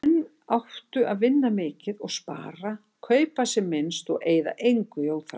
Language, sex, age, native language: Icelandic, female, 60-69, Icelandic